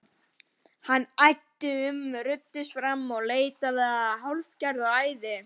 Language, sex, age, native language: Icelandic, female, 12, Icelandic